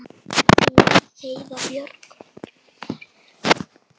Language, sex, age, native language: Icelandic, male, 10, Icelandic